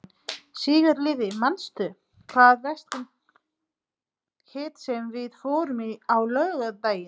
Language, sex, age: Icelandic, female, 30-39